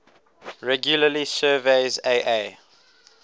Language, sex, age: English, male, 18